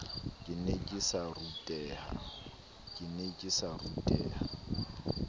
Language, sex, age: Southern Sotho, male, 29